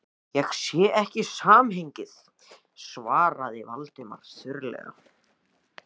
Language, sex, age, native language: Icelandic, male, 14, Icelandic